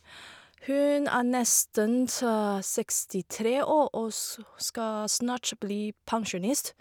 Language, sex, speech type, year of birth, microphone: Norwegian, female, spontaneous, 1978, Shure